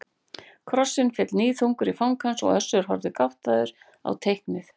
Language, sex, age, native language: Icelandic, female, 40-49, Icelandic